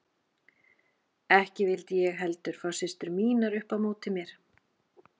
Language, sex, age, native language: Icelandic, female, 40-49, Icelandic